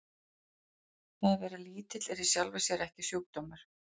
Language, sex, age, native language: Icelandic, female, 40-49, Icelandic